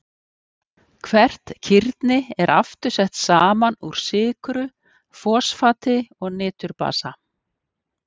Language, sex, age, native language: Icelandic, female, 50-59, Icelandic